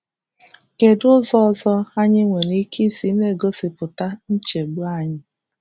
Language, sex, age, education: Igbo, female, 46-60, tertiary